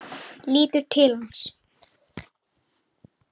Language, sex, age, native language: Icelandic, male, 8, Icelandic